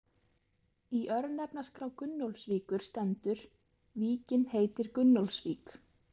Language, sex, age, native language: Icelandic, female, 20-29, Icelandic